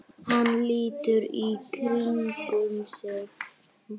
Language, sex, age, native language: Icelandic, female, 9, Icelandic